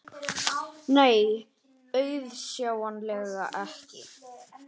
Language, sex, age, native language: Icelandic, male, 18-19, Icelandic